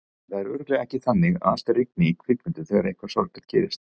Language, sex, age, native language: Icelandic, male, 40-49, Icelandic